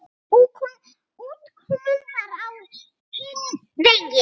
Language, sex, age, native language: Icelandic, female, 6, Icelandic